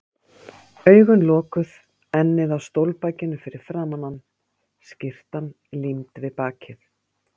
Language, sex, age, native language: Icelandic, female, 50-59, Icelandic